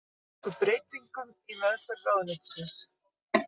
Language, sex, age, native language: Icelandic, female, 50-59, Icelandic